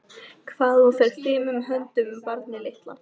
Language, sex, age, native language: Icelandic, female, 13, Icelandic